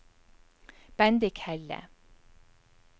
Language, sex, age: Norwegian, female, 44